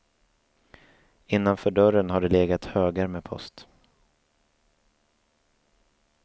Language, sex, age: Swedish, male, 24